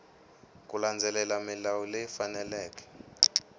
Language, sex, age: Tsonga, male, 18